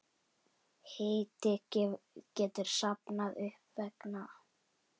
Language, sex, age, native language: Icelandic, male, 10, Icelandic